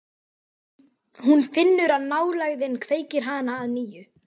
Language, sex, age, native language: Icelandic, female, 12, Icelandic